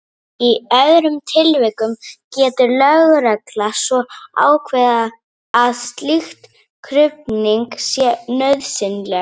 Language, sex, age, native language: Icelandic, female, 30-39, Icelandic